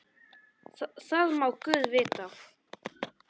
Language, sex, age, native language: Icelandic, male, 10, Icelandic